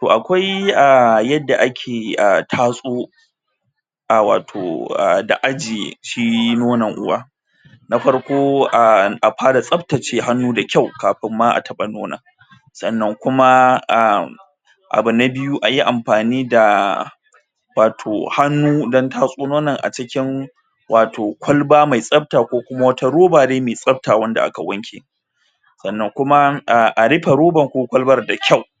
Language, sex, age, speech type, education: Hausa, male, 30-45, spontaneous, tertiary